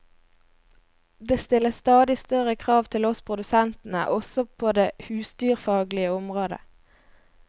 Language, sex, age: Norwegian, female, 22